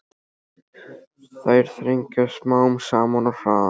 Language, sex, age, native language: Icelandic, male, 13, Icelandic